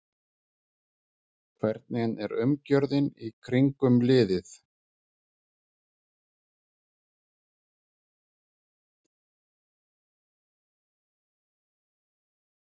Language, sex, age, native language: Icelandic, male, 50-59, Icelandic